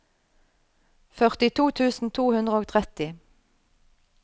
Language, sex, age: Norwegian, female, 38